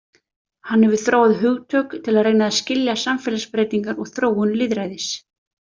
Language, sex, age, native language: Icelandic, female, 30-39, Icelandic